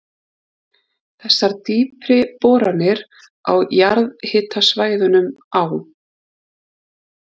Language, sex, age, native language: Icelandic, female, 30-39, Icelandic